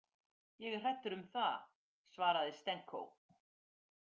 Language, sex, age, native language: Icelandic, female, 50-59, Icelandic